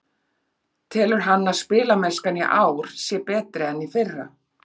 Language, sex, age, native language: Icelandic, female, 40-49, Icelandic